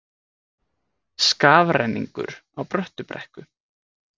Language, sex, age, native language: Icelandic, male, 20-29, Icelandic